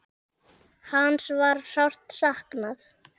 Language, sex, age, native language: Icelandic, male, 8, Icelandic